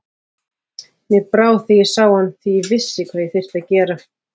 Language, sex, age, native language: Icelandic, female, 40-49, Icelandic